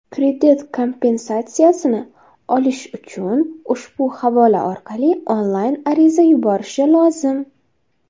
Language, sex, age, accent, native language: Uzbek, female, 19-29, Samarqand, Uzbek